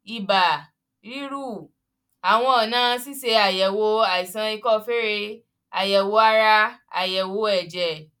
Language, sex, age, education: Yoruba, female, 15-29, primary